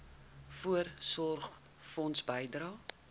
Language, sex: Afrikaans, female